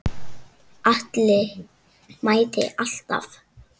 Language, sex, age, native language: Icelandic, male, 7, Icelandic